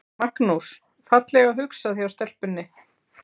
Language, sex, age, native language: Icelandic, female, 40-49, Icelandic